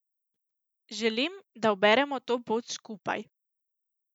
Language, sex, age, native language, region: Slovenian, female, 18-29, Slovenian, Central Slovenia